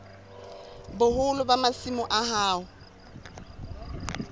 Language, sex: Southern Sotho, female